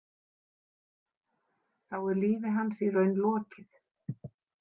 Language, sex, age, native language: Icelandic, female, 50-59, Icelandic